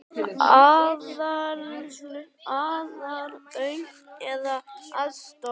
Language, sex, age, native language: Icelandic, female, 18-19, Icelandic